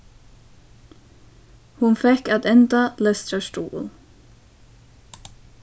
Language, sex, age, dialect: Faroese, female, 15-35, Suðurstreymoy